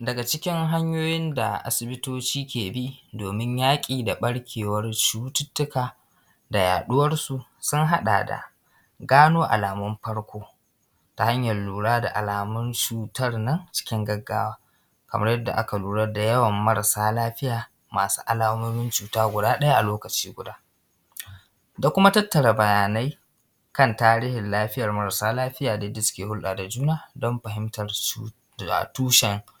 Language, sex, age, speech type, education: Hausa, male, 15-29, spontaneous, secondary